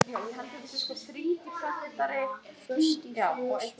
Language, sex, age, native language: Icelandic, male, 9, Icelandic